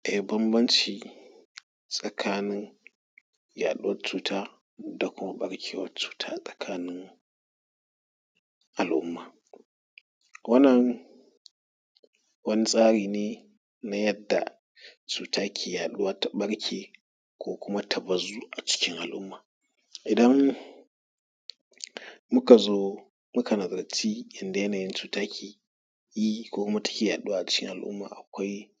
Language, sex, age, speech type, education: Hausa, male, 30-45, spontaneous, tertiary